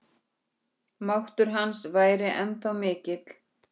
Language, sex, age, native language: Icelandic, female, 10, Icelandic